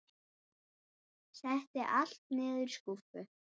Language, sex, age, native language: Icelandic, male, 9, Icelandic